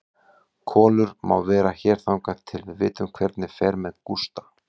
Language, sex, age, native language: Icelandic, male, 40-49, Icelandic